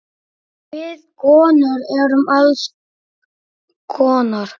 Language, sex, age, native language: Icelandic, male, 9, Icelandic